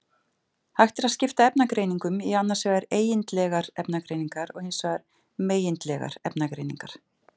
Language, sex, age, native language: Icelandic, female, 50-59, Icelandic